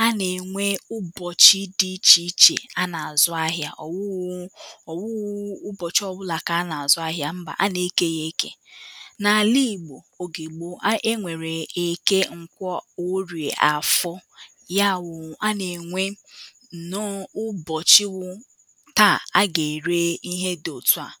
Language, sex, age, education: Igbo, female, 15-29, tertiary